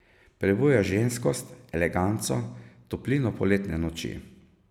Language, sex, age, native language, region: Slovenian, male, 50-59, Slovenian, Savinja region